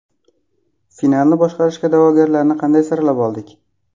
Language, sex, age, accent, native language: Uzbek, male, 18-24, Farg'ona, Uzbek